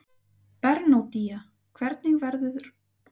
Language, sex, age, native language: Icelandic, female, 30-39, Icelandic